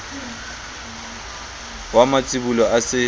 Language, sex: Southern Sotho, male